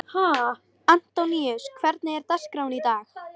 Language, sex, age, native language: Icelandic, female, 13, Icelandic